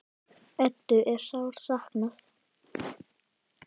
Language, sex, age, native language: Icelandic, female, 10, Icelandic